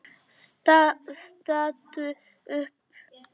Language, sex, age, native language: Icelandic, female, 10, Polish